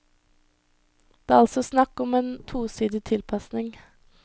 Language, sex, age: Norwegian, female, 21